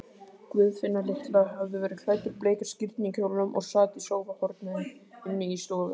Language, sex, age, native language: Icelandic, male, 18-19, Icelandic